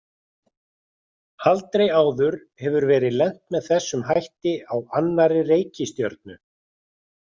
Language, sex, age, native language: Icelandic, male, 40-49, Icelandic